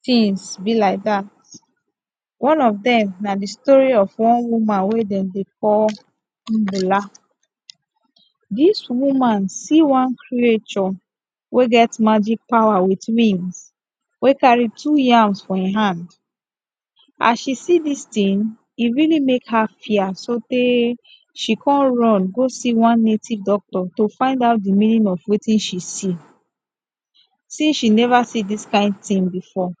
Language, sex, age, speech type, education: Nigerian Pidgin, female, 15-29, spontaneous, tertiary